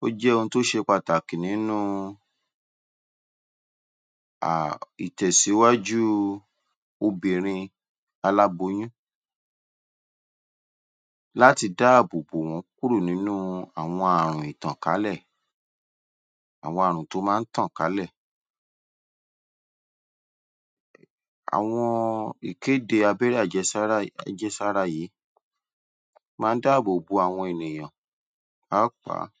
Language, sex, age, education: Yoruba, male, 30-45, tertiary